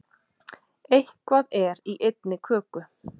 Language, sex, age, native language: Icelandic, female, 30-39, Icelandic